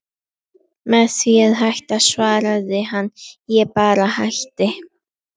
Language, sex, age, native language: Icelandic, female, 11, Icelandic